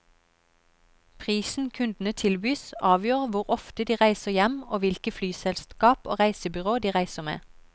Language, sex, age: Norwegian, female, 31